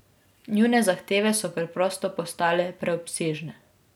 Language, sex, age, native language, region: Slovenian, female, 18-29, Slovenian, Drava region